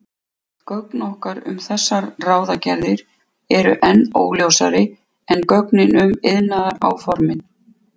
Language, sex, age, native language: Icelandic, female, 50-59, Icelandic